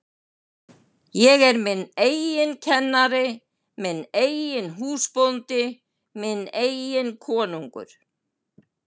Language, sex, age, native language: Icelandic, female, 70-79, Icelandic